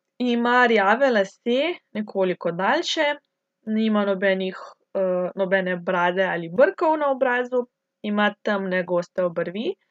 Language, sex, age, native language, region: Slovenian, female, 18-29, Slovenian, Central Slovenia